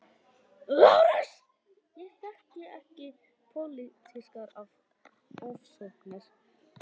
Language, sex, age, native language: Icelandic, male, 11, Icelandic